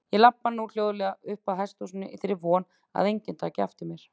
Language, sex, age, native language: Icelandic, female, 30-39, Icelandic